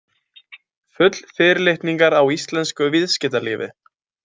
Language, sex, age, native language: Icelandic, male, 20-29, Icelandic